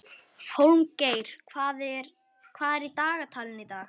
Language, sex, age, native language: Icelandic, female, 21, Icelandic